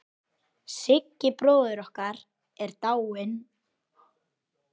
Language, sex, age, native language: Icelandic, female, 10, Icelandic